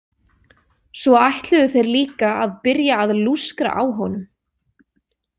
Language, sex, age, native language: Icelandic, female, 20-29, Icelandic